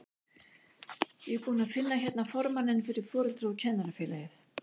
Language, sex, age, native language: Icelandic, female, 60-69, Icelandic